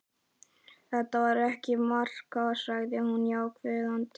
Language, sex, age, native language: Icelandic, male, 11, Icelandic